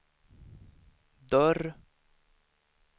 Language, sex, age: Swedish, male, 18